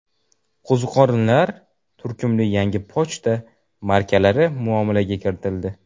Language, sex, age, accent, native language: Uzbek, male, 12-17, Jizzax, Uzbek